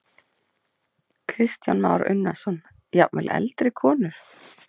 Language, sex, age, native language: Icelandic, female, 30-39, Icelandic